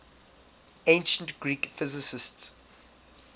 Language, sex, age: English, male, 22